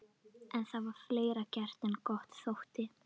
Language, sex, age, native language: Icelandic, female, 12, Icelandic